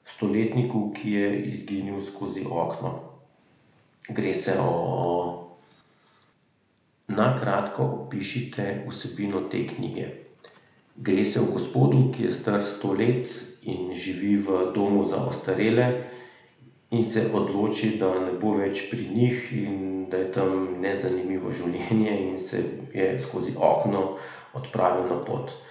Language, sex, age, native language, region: Slovenian, male, 30-49, Slovenian, Central Slovenia